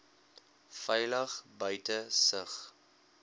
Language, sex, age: Afrikaans, male, 21